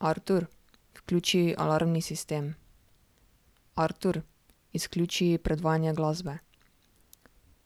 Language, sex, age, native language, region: Slovenian, female, 18-29, Slovenian, Drava region